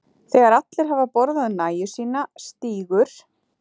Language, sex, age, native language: Icelandic, female, 40-49, Icelandic